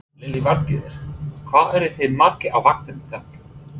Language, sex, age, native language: Icelandic, male, 30-39, English